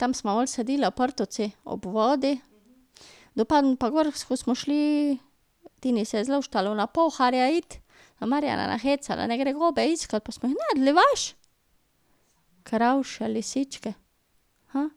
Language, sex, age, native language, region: Slovenian, female, 50-59, Slovenian, Drava region